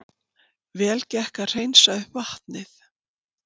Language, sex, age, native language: Icelandic, female, 60-69, Icelandic